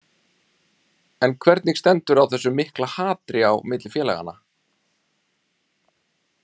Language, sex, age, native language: Icelandic, male, 30-39, Icelandic